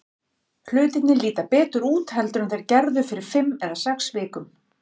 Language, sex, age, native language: Icelandic, female, 50-59, Icelandic